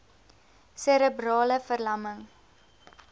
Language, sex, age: Afrikaans, female, 22